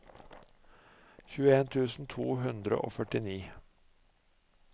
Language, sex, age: Norwegian, male, 45